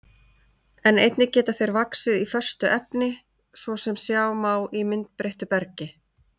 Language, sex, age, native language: Icelandic, female, 30-39, Icelandic